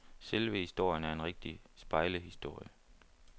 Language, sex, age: Danish, male, 29